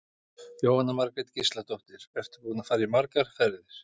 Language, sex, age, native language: Icelandic, male, 50-59, Icelandic